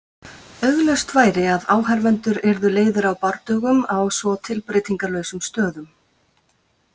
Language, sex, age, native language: Icelandic, female, 50-59, Icelandic